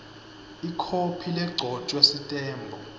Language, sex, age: Swati, male, 22